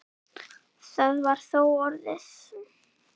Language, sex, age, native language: Icelandic, female, 9, Icelandic